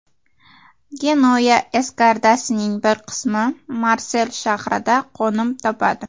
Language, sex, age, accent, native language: Uzbek, female, 19-29, Farg'ona, Uzbek